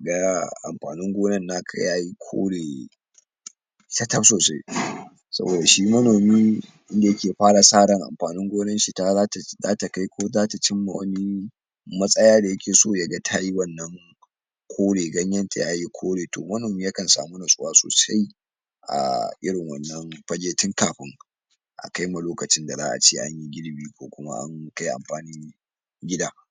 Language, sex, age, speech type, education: Hausa, male, 46-60, spontaneous, tertiary